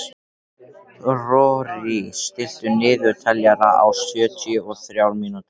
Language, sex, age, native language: Icelandic, male, 13, Icelandic